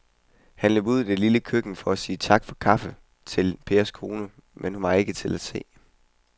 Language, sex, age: Danish, male, 21